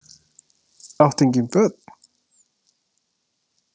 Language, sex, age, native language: Icelandic, male, 20-29, Icelandic